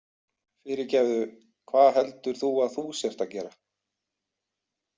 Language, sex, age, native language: Icelandic, male, 40-49, Icelandic